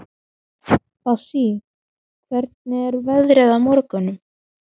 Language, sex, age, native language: Icelandic, female, 12, Icelandic